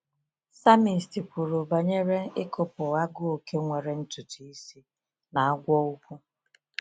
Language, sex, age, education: Igbo, female, 30-45, tertiary